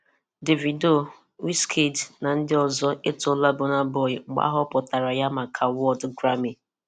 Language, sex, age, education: Igbo, female, 15-29, tertiary